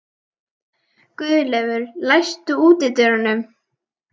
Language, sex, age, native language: Icelandic, female, 11, Icelandic